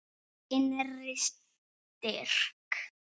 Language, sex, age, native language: Icelandic, female, 7, Icelandic